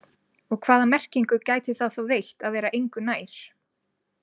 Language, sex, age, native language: Icelandic, female, 20-29, Icelandic